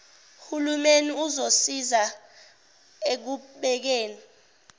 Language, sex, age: Zulu, female, 17